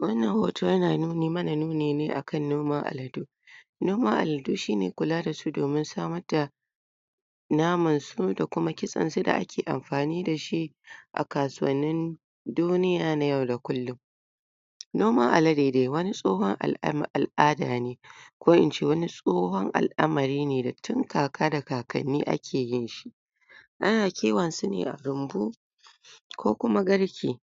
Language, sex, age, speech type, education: Hausa, female, 46-60, spontaneous, tertiary